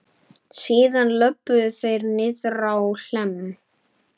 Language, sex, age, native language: Icelandic, male, 9, Icelandic